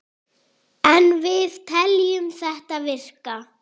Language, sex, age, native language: Icelandic, female, 8, Icelandic